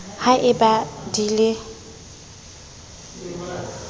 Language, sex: Southern Sotho, female